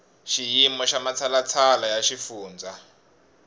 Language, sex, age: Tsonga, male, 21